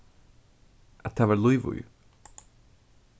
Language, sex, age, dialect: Faroese, male, 15-35, Suðurstreymoy